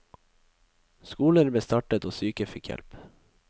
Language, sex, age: Norwegian, male, 21